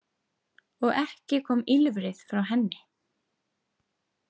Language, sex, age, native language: Icelandic, female, 30-39, Icelandic